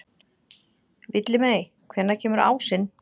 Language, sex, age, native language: Icelandic, female, 40-49, Icelandic